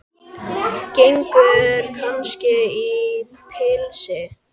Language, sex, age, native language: Icelandic, male, 10, Icelandic